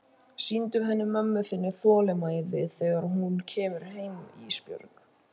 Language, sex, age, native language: Icelandic, male, 12, Icelandic